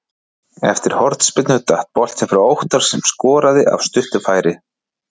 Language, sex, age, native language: Icelandic, male, 40-49, Icelandic